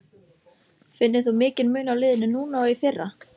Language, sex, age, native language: Icelandic, female, 14, Icelandic